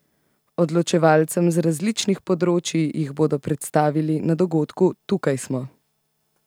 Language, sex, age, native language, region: Slovenian, female, 18-29, Slovenian, Central Slovenia